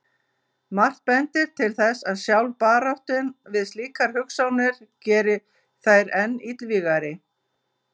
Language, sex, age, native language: Icelandic, female, 50-59, Icelandic